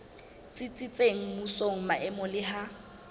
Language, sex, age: Southern Sotho, female, 19